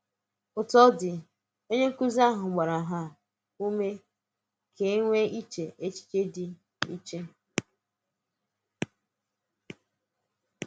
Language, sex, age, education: Igbo, female, 15-29, tertiary